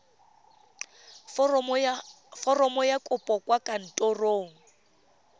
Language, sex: Tswana, female